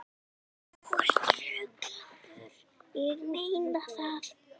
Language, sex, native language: Icelandic, male, Icelandic